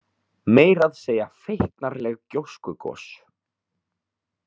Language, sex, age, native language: Icelandic, male, 30-39, Icelandic